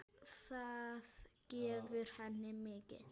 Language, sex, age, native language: Icelandic, female, 9, Icelandic